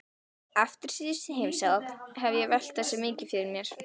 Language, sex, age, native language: Icelandic, female, 12, Icelandic